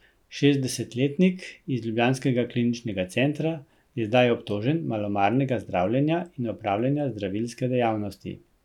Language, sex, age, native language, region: Slovenian, male, 50-59, Slovenian, Central Slovenia